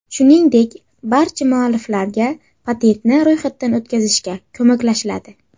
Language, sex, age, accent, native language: Uzbek, female, under 19, Jizzax, Uzbek